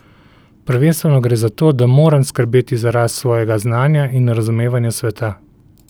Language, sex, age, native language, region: Slovenian, male, 30-49, Slovenian, Central Slovenia